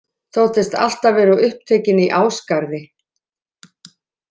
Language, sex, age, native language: Icelandic, female, 40-49, Icelandic